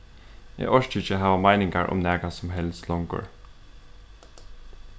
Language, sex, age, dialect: Faroese, male, 15-35, Suðurstreymoy